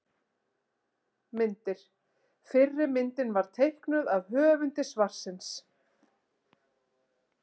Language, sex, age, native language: Icelandic, female, 40-49, Icelandic